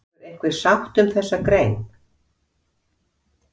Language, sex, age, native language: Icelandic, female, 50-59, Icelandic